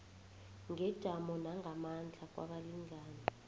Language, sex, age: South Ndebele, female, 20